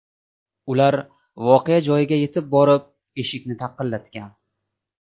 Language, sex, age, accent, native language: Uzbek, male, 25-34, Namangan, Uzbek